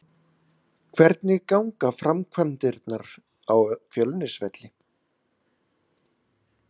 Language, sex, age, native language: Icelandic, male, 30-39, Icelandic